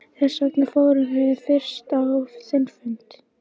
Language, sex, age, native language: Icelandic, female, 12, Icelandic